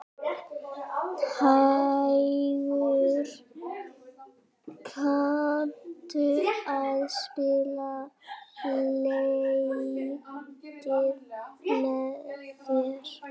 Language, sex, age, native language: Icelandic, other, 11, Icelandic